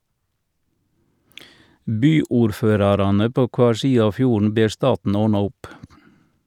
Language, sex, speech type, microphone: Norwegian, male, read, Shure